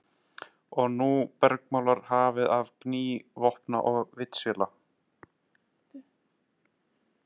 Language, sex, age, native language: Icelandic, male, 30-39, Icelandic